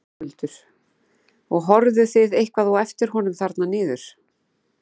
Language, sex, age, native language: Icelandic, female, 40-49, Icelandic